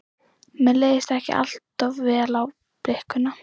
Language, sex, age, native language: Icelandic, female, 11, Icelandic